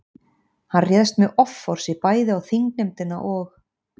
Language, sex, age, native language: Icelandic, female, 50-59, Icelandic